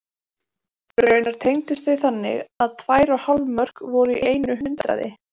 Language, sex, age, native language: Icelandic, female, 20-29, Icelandic